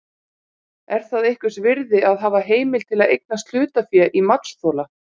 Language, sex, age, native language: Icelandic, female, 40-49, Icelandic